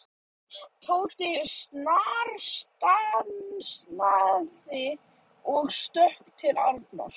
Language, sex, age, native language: Icelandic, male, 11, Icelandic